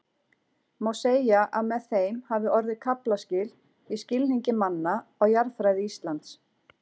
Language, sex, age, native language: Icelandic, female, 40-49, Icelandic